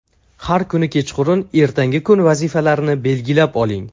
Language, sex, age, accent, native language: Uzbek, male, under 19, Jizzax, Uzbek